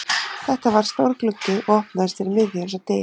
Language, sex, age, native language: Icelandic, female, 30-39, Icelandic